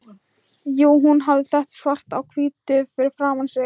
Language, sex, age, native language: Icelandic, female, 13, Thai